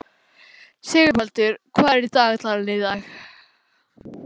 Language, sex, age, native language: Icelandic, male, 11, English